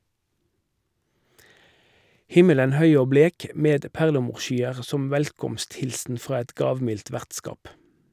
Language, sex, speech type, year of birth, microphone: Norwegian, male, read, 1958, Shure